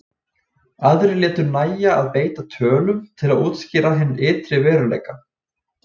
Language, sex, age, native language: Icelandic, male, 20-29, Icelandic